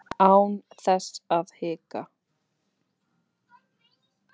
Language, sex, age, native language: Icelandic, female, 9, Icelandic